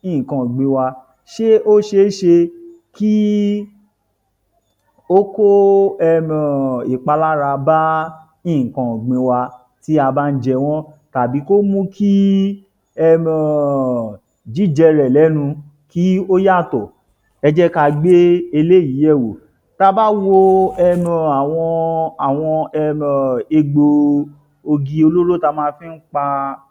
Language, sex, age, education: Yoruba, male, 30-45, tertiary